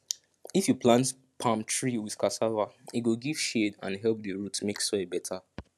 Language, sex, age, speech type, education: Nigerian Pidgin, male, 15-29, spontaneous, secondary